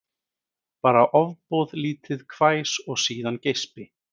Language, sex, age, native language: Icelandic, male, 30-39, Icelandic